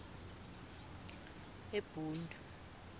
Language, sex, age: South Ndebele, female, 20